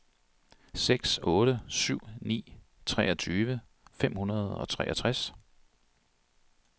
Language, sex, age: Danish, male, 42